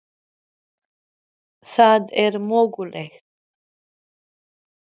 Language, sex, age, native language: Icelandic, female, 30-39, Icelandic